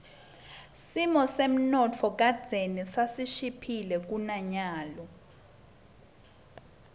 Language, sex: Swati, female